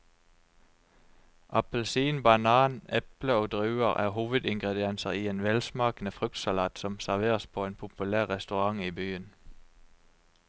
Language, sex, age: Norwegian, male, 29